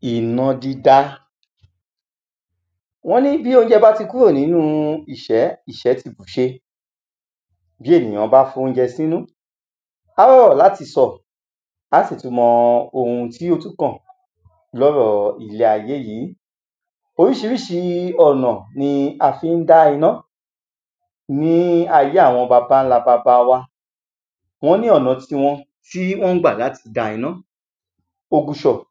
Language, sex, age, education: Yoruba, male, 30-45, secondary